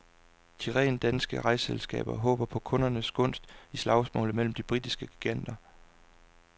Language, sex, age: Danish, male, 26